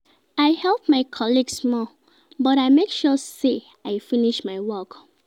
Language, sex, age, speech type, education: Nigerian Pidgin, female, 15-29, read, secondary